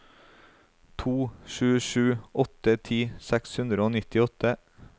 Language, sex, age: Norwegian, male, 35